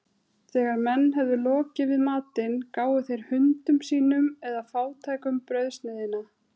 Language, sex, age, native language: Icelandic, female, 30-39, Icelandic